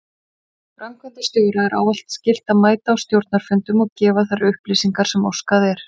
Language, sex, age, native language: Icelandic, female, 40-49, Icelandic